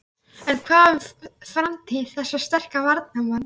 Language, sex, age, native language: Icelandic, male, 11, Icelandic